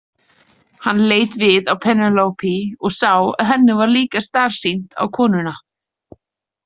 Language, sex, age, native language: Icelandic, female, 30-39, Icelandic